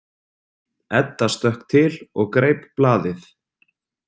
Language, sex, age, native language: Icelandic, male, 30-39, Icelandic